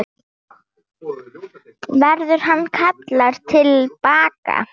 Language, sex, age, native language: Icelandic, female, 9, Icelandic